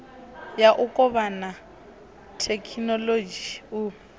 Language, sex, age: Venda, female, 21